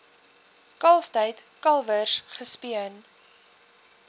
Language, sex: Afrikaans, female